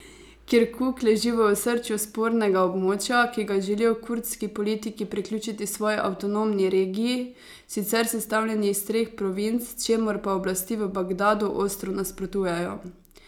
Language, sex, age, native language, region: Slovenian, female, 18-29, Slovenian, Savinja region